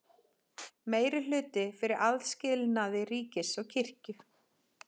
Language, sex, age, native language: Icelandic, female, 40-49, Icelandic